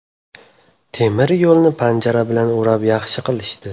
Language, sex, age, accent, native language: Uzbek, male, 18-24, Farg'ona, Uzbek